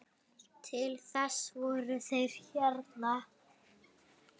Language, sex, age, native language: Icelandic, female, 9, Icelandic